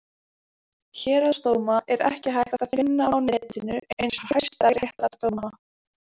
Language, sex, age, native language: Icelandic, female, 20-29, Icelandic